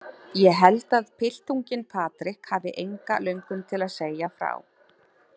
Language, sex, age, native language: Icelandic, female, 40-49, Icelandic